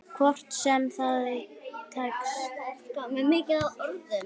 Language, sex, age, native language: Icelandic, female, 9, Icelandic